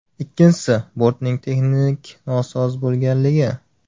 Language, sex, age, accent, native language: Uzbek, male, 19-29, Farg'ona, Uzbek